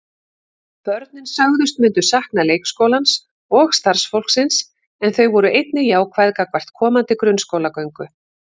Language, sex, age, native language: Icelandic, female, 50-59, Icelandic